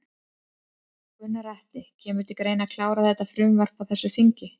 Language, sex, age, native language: Icelandic, female, 30-39, Icelandic